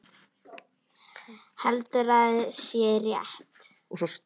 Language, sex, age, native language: Icelandic, female, 8, Icelandic